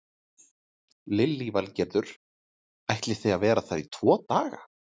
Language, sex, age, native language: Icelandic, male, 30-39, Icelandic